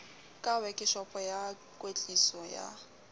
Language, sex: Southern Sotho, female